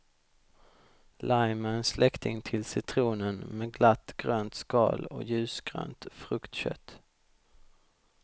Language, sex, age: Swedish, male, 32